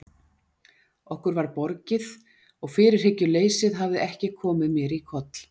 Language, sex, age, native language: Icelandic, female, 40-49, Icelandic